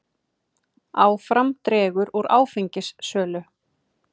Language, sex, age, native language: Icelandic, female, 30-39, Icelandic